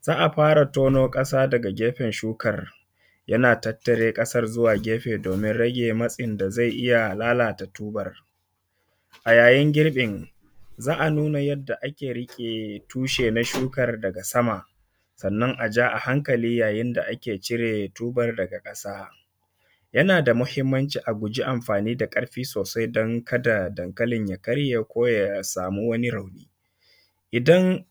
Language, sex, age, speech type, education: Hausa, male, 15-29, spontaneous, secondary